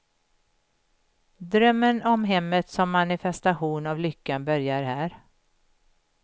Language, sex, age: Swedish, female, 51